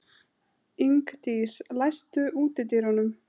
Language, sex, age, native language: Icelandic, female, 30-39, Icelandic